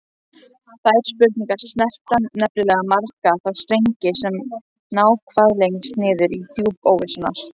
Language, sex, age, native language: Icelandic, other, 18-19, Icelandic